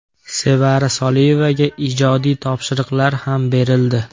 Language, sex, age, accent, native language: Uzbek, male, 18-24, Andijon, Uzbek